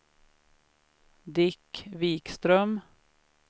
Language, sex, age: Swedish, female, 33